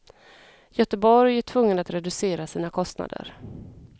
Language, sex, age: Swedish, female, 34